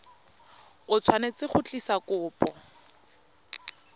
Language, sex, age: Tswana, female, 22